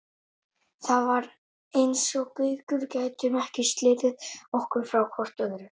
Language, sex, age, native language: Icelandic, male, 18-19, Icelandic